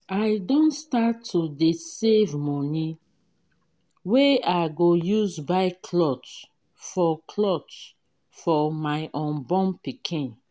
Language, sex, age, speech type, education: Nigerian Pidgin, female, 30-45, spontaneous, tertiary